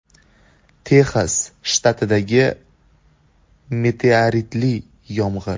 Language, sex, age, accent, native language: Uzbek, male, 18-24, Andijon, Uzbek